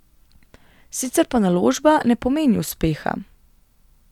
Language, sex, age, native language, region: Slovenian, female, 18-29, Slovenian, Gorenjska region